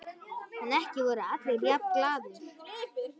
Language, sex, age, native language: Icelandic, female, 12, Icelandic